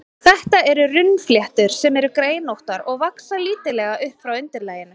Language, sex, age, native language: Icelandic, female, 30-39, Icelandic